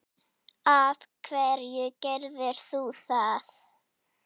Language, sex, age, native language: Icelandic, female, 9, Icelandic